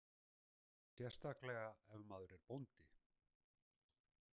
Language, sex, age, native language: Icelandic, male, 60-69, Icelandic